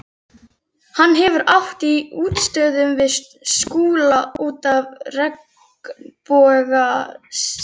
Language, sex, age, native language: Icelandic, female, 11, Icelandic